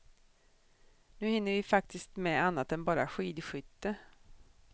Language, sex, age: Swedish, female, 40